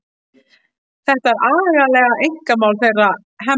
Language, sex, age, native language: Icelandic, female, 11, Icelandic